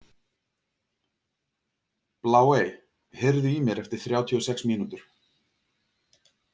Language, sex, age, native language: Icelandic, male, 40-49, Icelandic